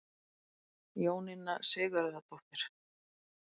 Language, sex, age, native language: Icelandic, female, 20-29, Icelandic